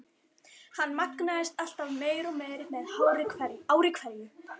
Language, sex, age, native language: Icelandic, female, 12, Icelandic